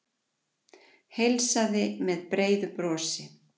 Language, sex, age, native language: Icelandic, female, 40-49, Icelandic